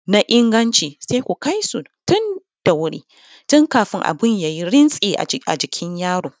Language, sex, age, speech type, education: Hausa, female, 15-29, spontaneous, tertiary